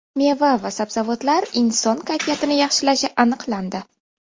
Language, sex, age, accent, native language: Uzbek, female, 18-24, Buxoro, Uzbek